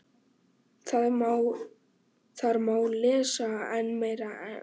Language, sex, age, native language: Icelandic, male, 18-19, Icelandic